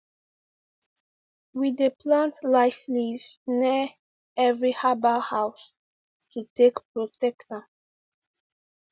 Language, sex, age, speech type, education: Nigerian Pidgin, female, 15-29, spontaneous, tertiary